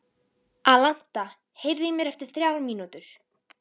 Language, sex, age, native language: Icelandic, female, 13, Icelandic